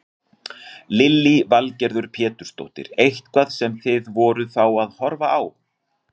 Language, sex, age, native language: Icelandic, male, 40-49, Icelandic